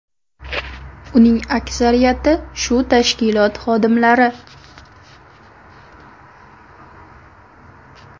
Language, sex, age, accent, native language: Uzbek, female, under 19, Toshkent viloyati, Uzbek